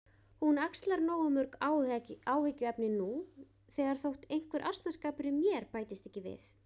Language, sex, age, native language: Icelandic, female, 20-29, Icelandic